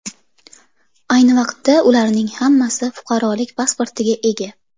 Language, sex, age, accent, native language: Uzbek, female, 25-34, Toshkent shahri, Uzbek